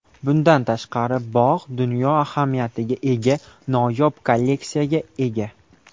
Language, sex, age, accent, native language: Uzbek, male, 18-24, Farg'ona, Uzbek